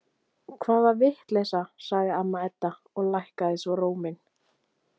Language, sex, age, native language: Icelandic, female, 18-19, Icelandic